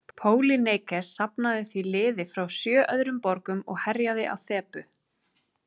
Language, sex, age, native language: Icelandic, female, 30-39, Icelandic